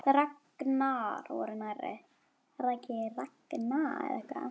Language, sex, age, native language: Icelandic, female, 10, Icelandic